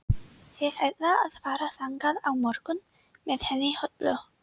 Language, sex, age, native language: Icelandic, female, 30-39, Icelandic